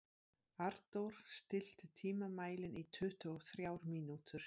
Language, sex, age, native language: Icelandic, female, 50-59, Dutch